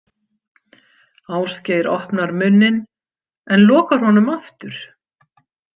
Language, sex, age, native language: Icelandic, female, 50-59, Icelandic